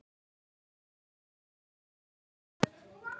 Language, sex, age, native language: Icelandic, male, 10, Icelandic